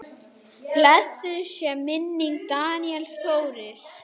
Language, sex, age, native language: Icelandic, male, 9, Icelandic